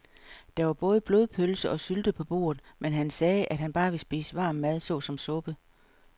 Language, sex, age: Danish, female, 55